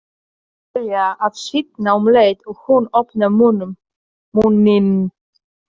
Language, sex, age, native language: Icelandic, female, 30-39, Polish